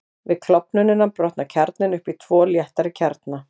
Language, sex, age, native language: Icelandic, female, 40-49, Icelandic